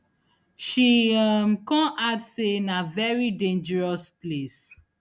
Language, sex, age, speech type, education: Nigerian Pidgin, female, 30-45, spontaneous, tertiary